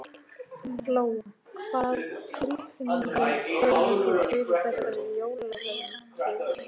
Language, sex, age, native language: Icelandic, female, 14, Icelandic